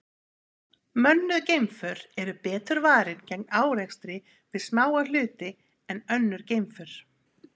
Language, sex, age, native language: Icelandic, female, 50-59, Icelandic